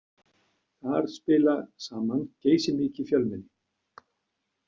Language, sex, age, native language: Icelandic, male, 60-69, Icelandic